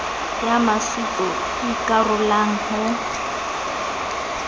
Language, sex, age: Southern Sotho, female, 27